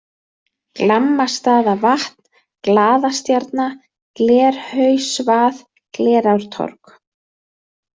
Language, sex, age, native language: Icelandic, female, 30-39, Icelandic